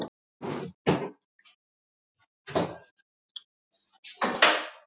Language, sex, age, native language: Icelandic, male, 10, Icelandic